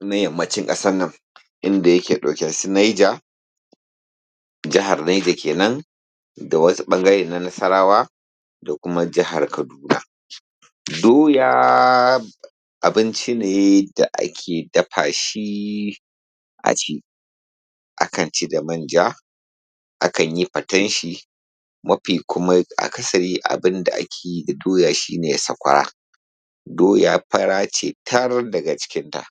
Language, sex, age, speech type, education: Hausa, male, 15-29, spontaneous, primary